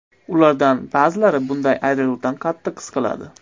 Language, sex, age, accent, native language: Uzbek, male, 25-34, Andijon, Uzbek